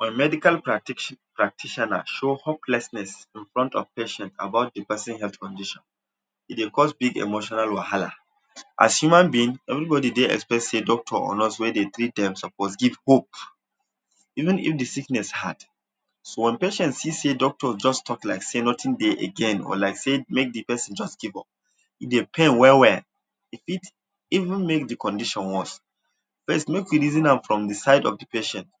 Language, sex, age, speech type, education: Nigerian Pidgin, male, 15-29, spontaneous, tertiary